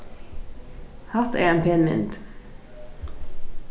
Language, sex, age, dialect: Faroese, female, 15-35, Vágar